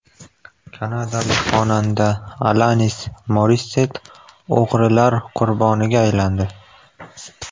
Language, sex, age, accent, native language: Uzbek, male, 18-24, Qashqadaryo, Uzbek